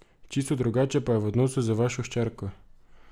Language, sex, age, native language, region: Slovenian, male, 18-29, Slovenian, Drava region